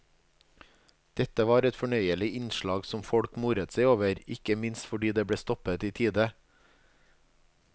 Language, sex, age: Norwegian, male, 37